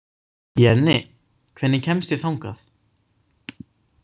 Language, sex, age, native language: Icelandic, male, 18-19, Icelandic